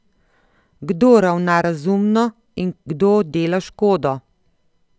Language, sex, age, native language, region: Slovenian, female, 50-59, Slovenian, Central Slovenia